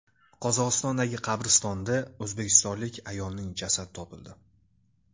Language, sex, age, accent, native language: Uzbek, male, 18-24, Andijon, Uzbek